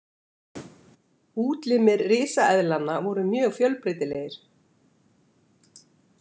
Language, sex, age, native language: Icelandic, female, 50-59, Icelandic